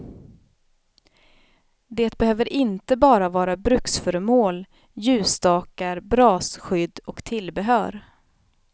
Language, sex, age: Swedish, female, 32